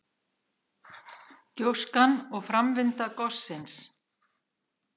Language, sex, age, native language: Icelandic, female, 40-49, Icelandic